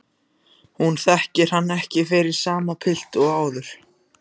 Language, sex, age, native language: Icelandic, other, 14, Icelandic